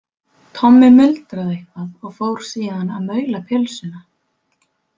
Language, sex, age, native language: Icelandic, female, 20-29, Icelandic